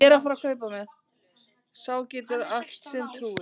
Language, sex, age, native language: Icelandic, male, 10, Icelandic